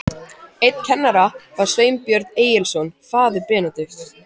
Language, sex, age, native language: Icelandic, male, 14, Icelandic